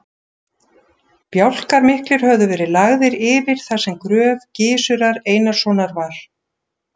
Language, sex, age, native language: Icelandic, female, 60-69, Icelandic